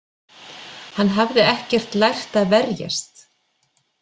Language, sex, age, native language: Icelandic, female, 40-49, Icelandic